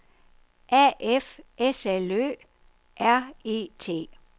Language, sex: Danish, female